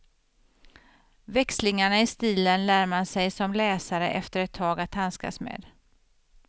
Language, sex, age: Swedish, female, 50